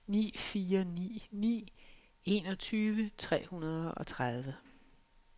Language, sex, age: Danish, female, 56